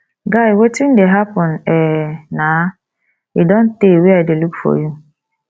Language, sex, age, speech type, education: Nigerian Pidgin, female, 15-29, spontaneous, tertiary